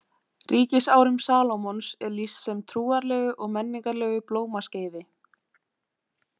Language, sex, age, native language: Icelandic, female, 18-19, Icelandic